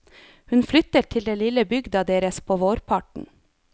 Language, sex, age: Norwegian, female, 30